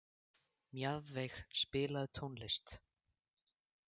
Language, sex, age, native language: Icelandic, male, 18-19, Icelandic